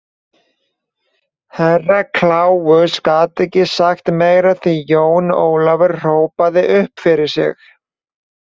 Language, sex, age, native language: Icelandic, male, 20-29, Icelandic